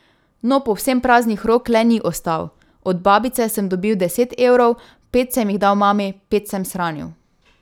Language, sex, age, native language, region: Slovenian, female, 18-29, Slovenian, Drava region